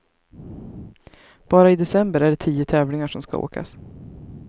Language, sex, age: Swedish, female, 33